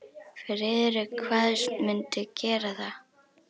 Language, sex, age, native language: Icelandic, female, 10, Icelandic